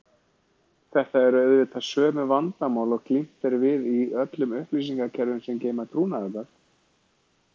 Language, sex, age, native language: Icelandic, male, 40-49, Icelandic